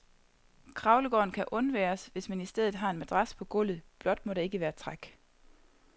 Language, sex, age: Danish, female, 30